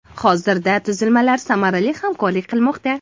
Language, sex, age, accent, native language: Uzbek, female, 25-34, Toshkent viloyati, Uzbek